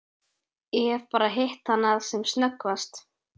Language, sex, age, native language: Icelandic, male, 12, Icelandic